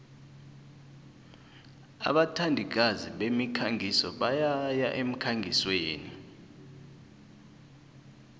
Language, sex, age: South Ndebele, male, 23